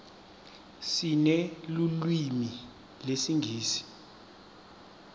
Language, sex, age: Swati, male, 23